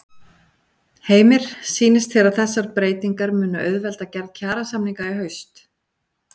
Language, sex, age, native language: Icelandic, female, 40-49, Icelandic